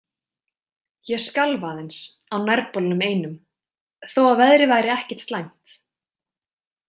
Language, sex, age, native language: Icelandic, female, 20-29, Icelandic